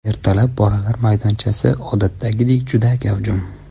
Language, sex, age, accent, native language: Uzbek, male, 25-34, Toshkent shahri, Uzbek